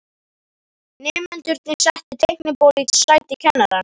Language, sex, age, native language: Icelandic, male, 18-19, Icelandic